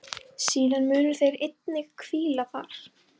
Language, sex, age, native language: Icelandic, female, 12, Icelandic